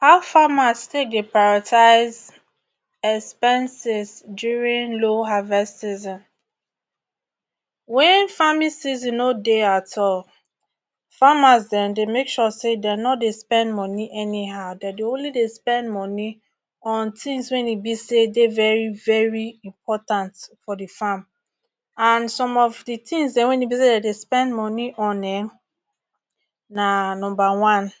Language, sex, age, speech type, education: Nigerian Pidgin, female, 30-45, spontaneous, tertiary